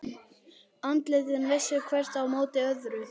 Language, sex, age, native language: Icelandic, male, 11, Icelandic